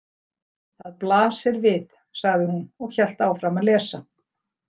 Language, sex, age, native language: Icelandic, female, 60-69, Icelandic